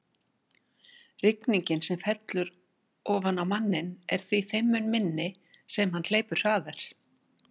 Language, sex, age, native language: Icelandic, female, 60-69, Icelandic